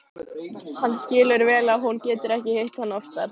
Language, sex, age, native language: Icelandic, female, 13, Icelandic